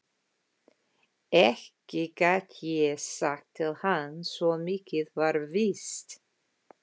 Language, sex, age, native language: Icelandic, female, 50-59, English